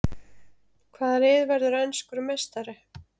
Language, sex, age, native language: Icelandic, female, 30-39, Icelandic